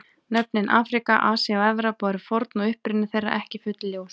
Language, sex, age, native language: Icelandic, female, 20-29, Icelandic